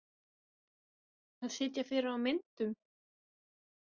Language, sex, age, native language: Icelandic, female, 18-19, Icelandic